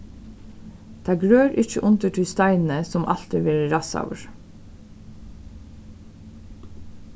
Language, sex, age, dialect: Faroese, female, 36-60, Suðurstreymoy